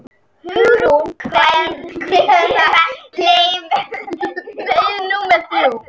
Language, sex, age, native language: Icelandic, female, 40-49, Icelandic